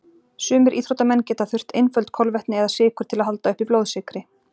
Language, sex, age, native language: Icelandic, female, 40-49, Icelandic